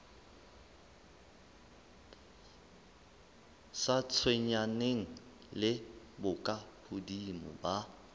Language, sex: Southern Sotho, male